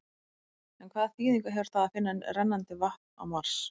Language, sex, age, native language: Icelandic, female, 20-29, Icelandic